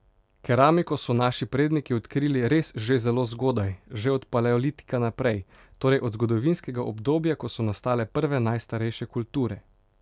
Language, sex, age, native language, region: Slovenian, male, 18-29, Slovenian, Pomurje region